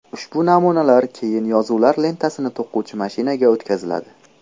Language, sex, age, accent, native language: Uzbek, male, 18-24, Namangan, Uzbek